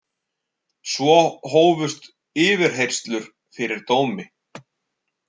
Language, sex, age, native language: Icelandic, male, 40-49, Icelandic